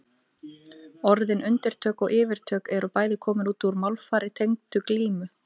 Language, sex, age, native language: Icelandic, female, 18-19, Icelandic